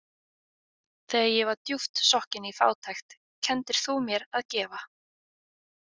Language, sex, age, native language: Icelandic, female, 20-29, Icelandic